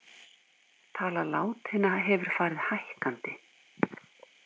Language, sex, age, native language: Icelandic, female, 50-59, Icelandic